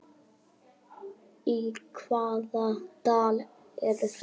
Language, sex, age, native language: Icelandic, female, 9, Icelandic